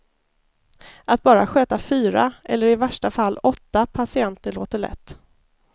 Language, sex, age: Swedish, female, 33